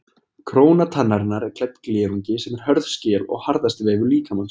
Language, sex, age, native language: Icelandic, male, 20-29, Icelandic